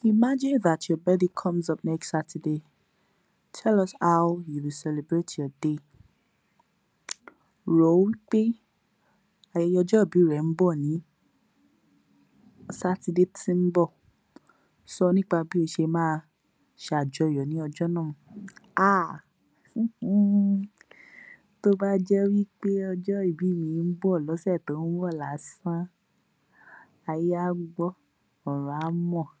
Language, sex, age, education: Yoruba, female, 46-60, tertiary